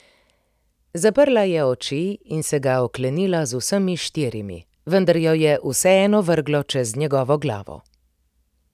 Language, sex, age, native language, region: Slovenian, female, 30-49, Slovenian, Primorsko-notranjska region